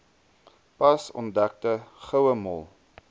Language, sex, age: Afrikaans, male, 22